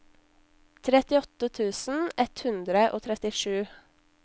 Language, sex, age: Norwegian, female, 19